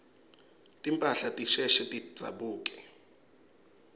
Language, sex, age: Swati, male, 21